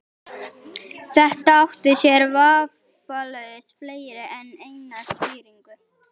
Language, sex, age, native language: Icelandic, female, 11, Icelandic